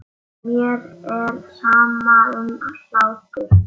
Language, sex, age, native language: Icelandic, male, 8, Icelandic